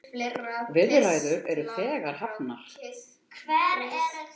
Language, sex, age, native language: Icelandic, female, 50-59, Icelandic